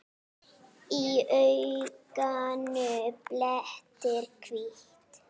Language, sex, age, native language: Icelandic, female, 9, Icelandic